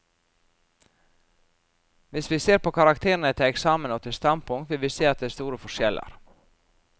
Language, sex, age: Norwegian, female, 44